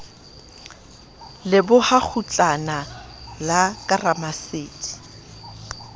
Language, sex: Southern Sotho, female